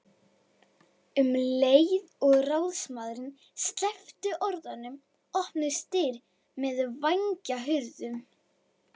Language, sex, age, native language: Icelandic, female, 11, Icelandic